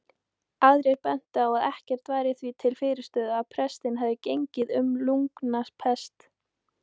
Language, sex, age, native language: Icelandic, female, 18-19, Icelandic